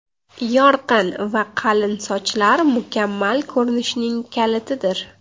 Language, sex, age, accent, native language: Uzbek, female, 25-34, Samarqand, Uzbek